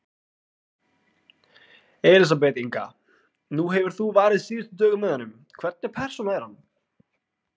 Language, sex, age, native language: Icelandic, male, 20-29, Icelandic